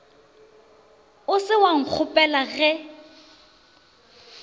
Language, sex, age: Northern Sotho, female, 24